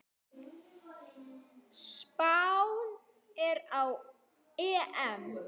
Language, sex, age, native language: Icelandic, female, 8, Icelandic